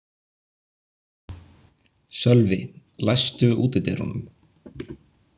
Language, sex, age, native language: Icelandic, male, 20-29, Icelandic